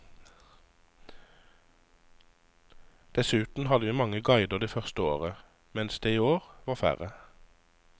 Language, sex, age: Norwegian, male, 35